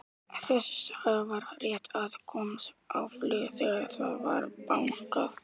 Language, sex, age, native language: Icelandic, male, 18-19, Icelandic